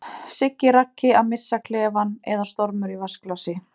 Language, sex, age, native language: Icelandic, female, 30-39, Icelandic